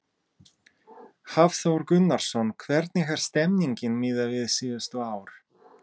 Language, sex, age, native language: Icelandic, male, 30-39, Russian